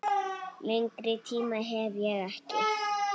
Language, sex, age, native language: Icelandic, female, 6, Icelandic